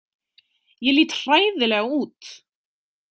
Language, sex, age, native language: Icelandic, female, 20-29, Icelandic